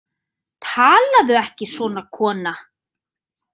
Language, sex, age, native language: Icelandic, female, 30-39, Icelandic